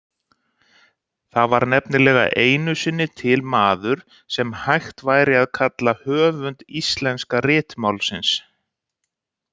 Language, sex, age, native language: Icelandic, male, 60-69, Icelandic